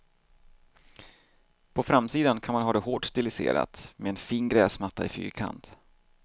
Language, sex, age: Swedish, male, 38